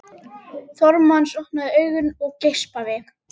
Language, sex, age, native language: Icelandic, female, 30-39, Icelandic